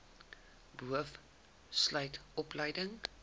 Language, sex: Afrikaans, female